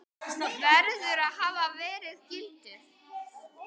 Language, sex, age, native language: Icelandic, male, 10, Icelandic